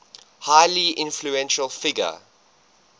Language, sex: English, male